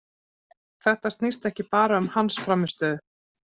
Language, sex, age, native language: Icelandic, female, 30-39, Icelandic